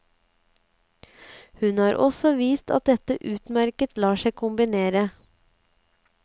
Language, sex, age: Norwegian, female, 35